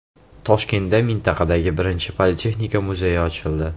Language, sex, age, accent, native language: Uzbek, male, 18-24, Andijon, Uzbek